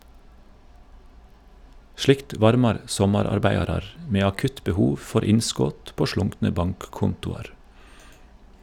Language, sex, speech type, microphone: Norwegian, male, read, Shure